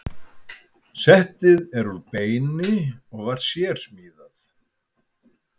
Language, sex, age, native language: Icelandic, male, 70-79, Icelandic